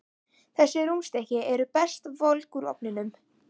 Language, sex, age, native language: Icelandic, female, 11, Icelandic